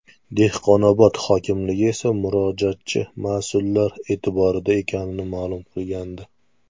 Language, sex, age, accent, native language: Uzbek, male, 19-29, Namangan, Uzbek